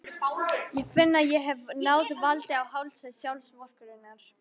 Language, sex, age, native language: Icelandic, female, 11, Icelandic